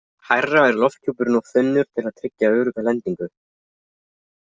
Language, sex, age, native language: Icelandic, other, 20-29, Icelandic